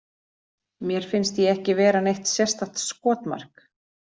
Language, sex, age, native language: Icelandic, female, 40-49, Icelandic